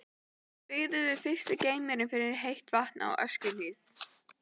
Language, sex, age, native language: Icelandic, female, 12, Icelandic